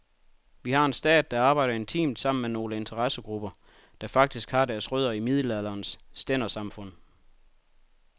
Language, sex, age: Danish, male, 31